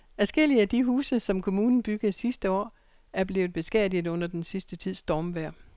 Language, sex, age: Danish, female, 60